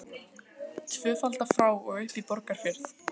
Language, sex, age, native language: Icelandic, female, 15, Icelandic